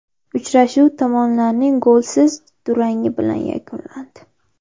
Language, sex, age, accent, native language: Uzbek, female, 12-17, Andijon, Uzbek